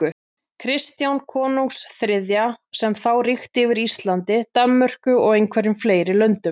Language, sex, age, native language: Icelandic, female, 40-49, Icelandic